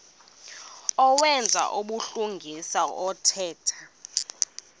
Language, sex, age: Xhosa, female, 22